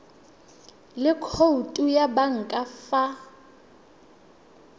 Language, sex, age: Tswana, female, 21